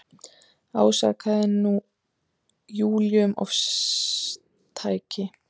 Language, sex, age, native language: Icelandic, female, 30-39, Icelandic